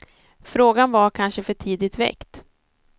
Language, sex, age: Swedish, female, 30